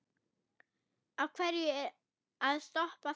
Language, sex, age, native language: Icelandic, female, 8, German